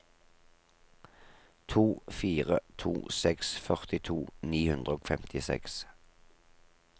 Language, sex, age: Norwegian, male, 38